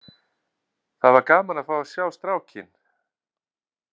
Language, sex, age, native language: Icelandic, male, 40-49, Icelandic